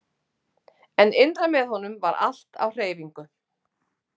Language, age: Icelandic, 50-59